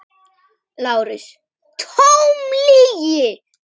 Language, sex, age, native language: Icelandic, female, 9, Icelandic